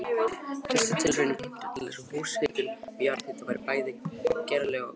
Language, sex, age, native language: Icelandic, male, 18-19, Icelandic